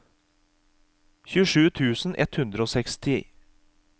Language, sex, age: Norwegian, male, 36